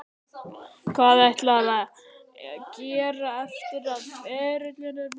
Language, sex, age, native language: Icelandic, male, 11, Icelandic